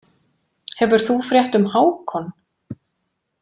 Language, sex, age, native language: Icelandic, female, 40-49, Icelandic